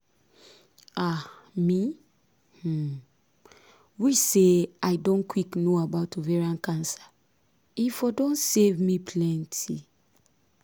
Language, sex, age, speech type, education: Nigerian Pidgin, female, 15-29, spontaneous, tertiary